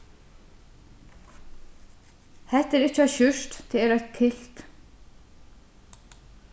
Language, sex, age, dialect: Faroese, female, 36-60, Norðurstreymoy/Eysturoy